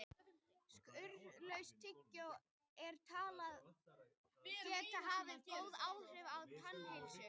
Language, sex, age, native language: Icelandic, male, 18-19, Icelandic